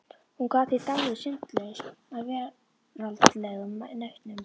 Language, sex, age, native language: Icelandic, female, 11, Icelandic